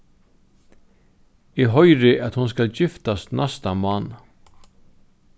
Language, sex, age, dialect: Faroese, male, 36-60, Norðurstreymoy/Eysturoy